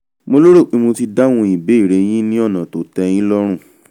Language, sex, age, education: Yoruba, male, 15-29, tertiary